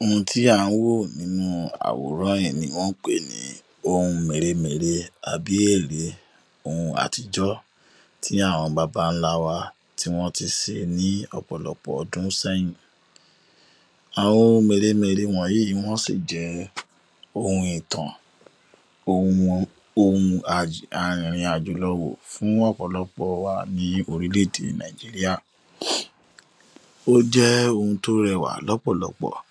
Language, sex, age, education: Yoruba, male, 15-29, tertiary